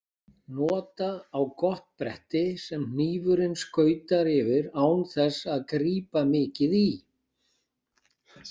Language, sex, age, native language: Icelandic, male, 60-69, Icelandic